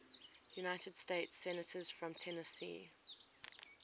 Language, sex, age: English, female, 20